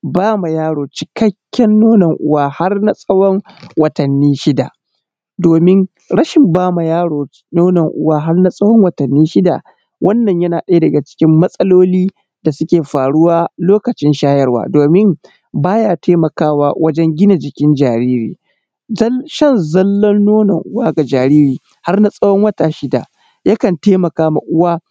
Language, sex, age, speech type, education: Hausa, male, 30-45, spontaneous, primary